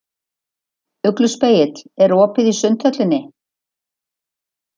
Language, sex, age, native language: Icelandic, female, 50-59, Icelandic